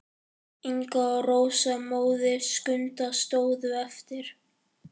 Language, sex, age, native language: Icelandic, male, 11, Icelandic